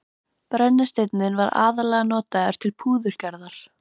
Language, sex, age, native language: Icelandic, female, 15, Icelandic